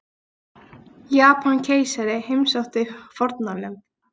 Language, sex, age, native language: Icelandic, female, 20-29, Icelandic